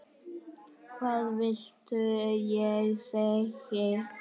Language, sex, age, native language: Icelandic, male, 8, Icelandic